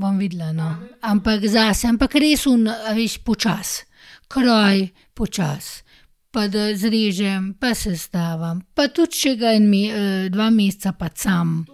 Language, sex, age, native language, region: Slovenian, female, 30-49, Slovenian, Gorenjska region